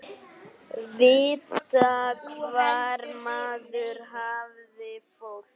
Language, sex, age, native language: Icelandic, male, 9, Icelandic